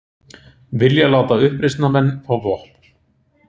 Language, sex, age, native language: Icelandic, male, 40-49, Icelandic